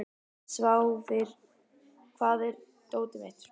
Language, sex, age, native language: Icelandic, female, 12, Icelandic